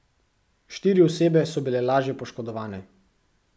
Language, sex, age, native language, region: Slovenian, male, 18-29, Slovenian, Central Slovenia